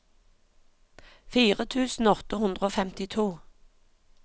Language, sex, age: Norwegian, female, 36